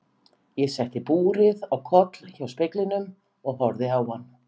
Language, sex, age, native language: Icelandic, female, 50-59, Icelandic